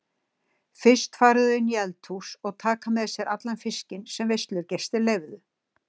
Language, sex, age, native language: Icelandic, female, 60-69, Icelandic